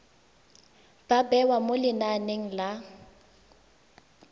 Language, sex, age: Tswana, female, 19